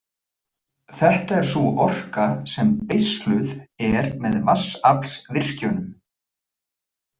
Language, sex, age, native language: Icelandic, male, 40-49, Icelandic